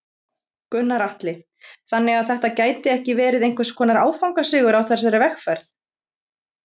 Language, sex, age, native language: Icelandic, female, 30-39, Icelandic